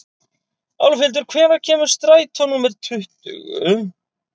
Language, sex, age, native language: Icelandic, male, 30-39, Icelandic